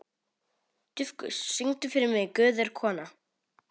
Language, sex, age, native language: Icelandic, male, 18-19, Polish